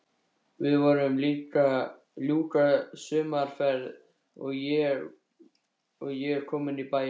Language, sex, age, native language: Icelandic, male, 13, Icelandic